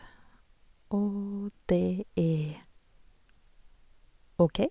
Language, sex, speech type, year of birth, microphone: Norwegian, female, spontaneous, 1984, Sennheiser